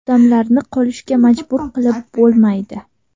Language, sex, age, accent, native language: Uzbek, female, 12-17, Farg'ona, Uzbek